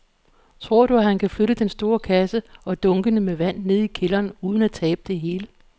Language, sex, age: Danish, female, 48